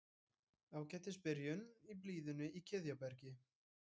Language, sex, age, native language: Icelandic, male, 18-19, Icelandic